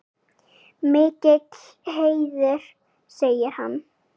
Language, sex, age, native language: Icelandic, female, 8, Icelandic